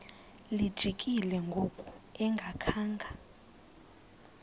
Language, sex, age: Xhosa, female, 20